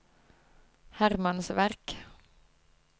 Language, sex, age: Norwegian, female, 25